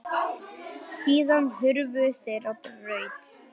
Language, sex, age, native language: Icelandic, male, 9, Icelandic